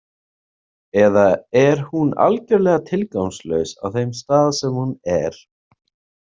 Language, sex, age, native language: Icelandic, male, 30-39, Icelandic